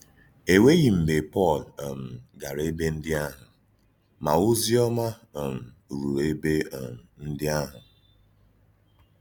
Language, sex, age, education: Igbo, male, 15-29, tertiary